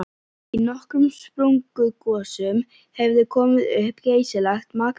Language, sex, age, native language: Icelandic, female, 11, Icelandic